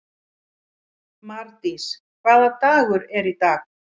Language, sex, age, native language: Icelandic, female, 40-49, Icelandic